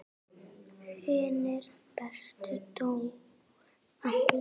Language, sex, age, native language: Icelandic, female, 7, Icelandic